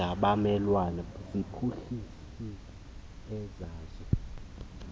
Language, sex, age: Xhosa, male, 33